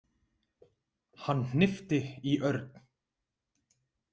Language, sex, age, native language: Icelandic, male, 20-29, Icelandic